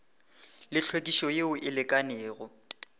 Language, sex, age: Northern Sotho, male, 18